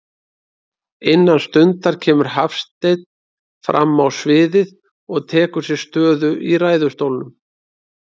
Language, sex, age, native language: Icelandic, male, 30-39, Icelandic